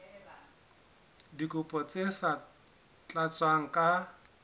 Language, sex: Southern Sotho, male